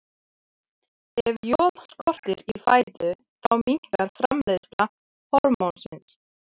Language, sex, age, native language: Icelandic, female, 30-39, Icelandic